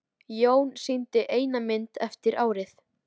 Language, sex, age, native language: Icelandic, female, 13, Icelandic